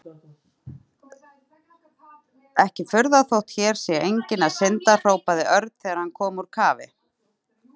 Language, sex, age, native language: Icelandic, female, 30-39, Icelandic